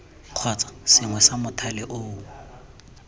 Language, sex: Tswana, male